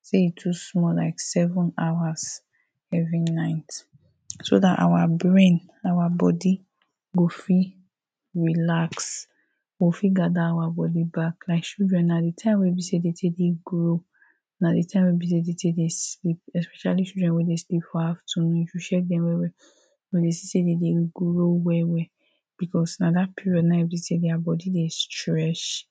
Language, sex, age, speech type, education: Nigerian Pidgin, female, 30-45, spontaneous, tertiary